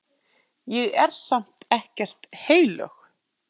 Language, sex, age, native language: Icelandic, female, 8, Icelandic